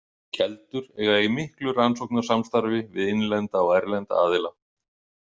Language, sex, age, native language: Icelandic, male, 50-59, Icelandic